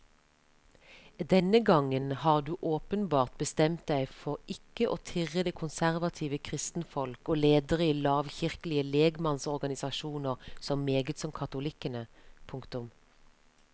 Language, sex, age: Norwegian, female, 33